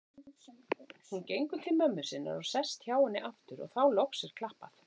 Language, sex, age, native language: Icelandic, female, 40-49, Icelandic